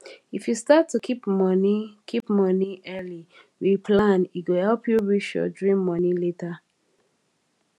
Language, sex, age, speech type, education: Nigerian Pidgin, female, 15-29, spontaneous, tertiary